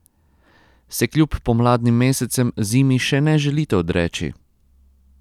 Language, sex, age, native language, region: Slovenian, male, 30-49, Croatian, Posavska region